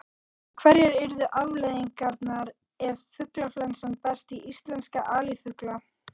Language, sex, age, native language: Icelandic, female, 40-49, Icelandic